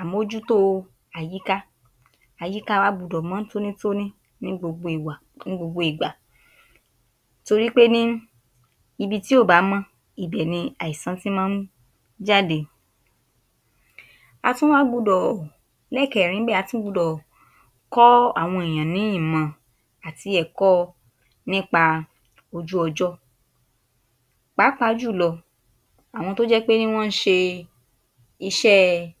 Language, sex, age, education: Yoruba, female, 30-45, tertiary